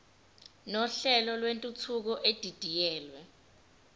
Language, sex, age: Zulu, female, 25